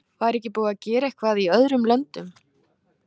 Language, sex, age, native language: Icelandic, female, 30-39, Icelandic